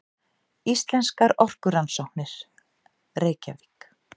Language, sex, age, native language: Icelandic, female, 50-59, Icelandic